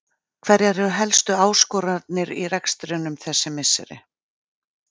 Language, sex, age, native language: Icelandic, female, 40-49, Icelandic